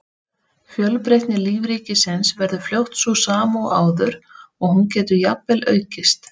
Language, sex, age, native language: Icelandic, female, 30-39, Icelandic